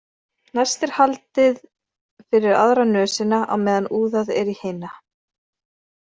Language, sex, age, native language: Icelandic, female, 30-39, Icelandic